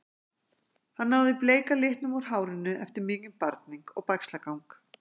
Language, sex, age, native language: Icelandic, female, 50-59, Icelandic